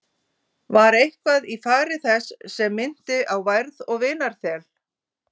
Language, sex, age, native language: Icelandic, female, 50-59, Icelandic